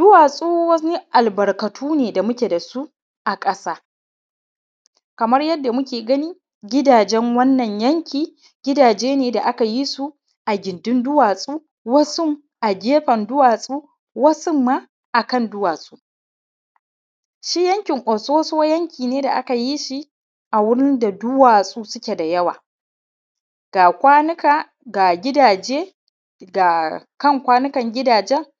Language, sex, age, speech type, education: Hausa, male, 15-29, spontaneous, primary